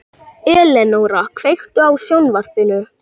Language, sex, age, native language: Icelandic, male, 18-19, Icelandic